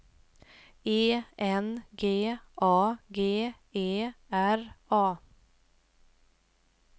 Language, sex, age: Swedish, female, 28